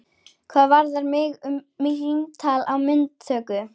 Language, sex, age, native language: Icelandic, female, 13, Icelandic